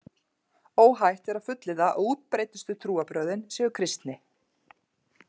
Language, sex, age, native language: Icelandic, female, 40-49, Icelandic